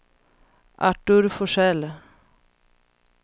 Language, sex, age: Swedish, female, 31